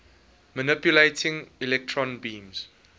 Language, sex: English, male